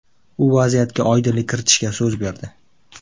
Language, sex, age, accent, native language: Uzbek, male, 18-24, Buxoro, Uzbek